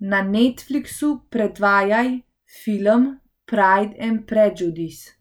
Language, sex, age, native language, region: Slovenian, female, 18-29, Slovenian, Central Slovenia